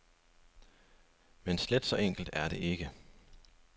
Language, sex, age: Danish, male, 25